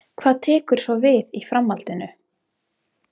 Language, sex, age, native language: Icelandic, female, 20-29, Icelandic